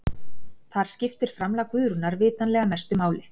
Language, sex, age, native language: Icelandic, female, 40-49, Icelandic